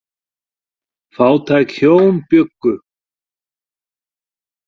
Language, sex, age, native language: Icelandic, male, 40-49, Icelandic